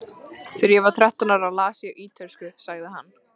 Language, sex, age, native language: Icelandic, female, 13, Icelandic